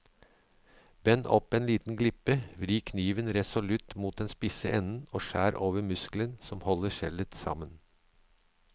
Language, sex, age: Norwegian, male, 63